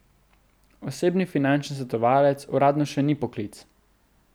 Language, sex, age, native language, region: Slovenian, male, 18-29, Slovenian, Central Slovenia